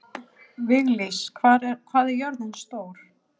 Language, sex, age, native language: Icelandic, female, 40-49, Icelandic